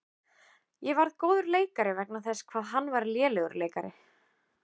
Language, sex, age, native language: Icelandic, female, 20-29, Icelandic